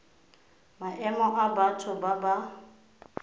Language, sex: Tswana, female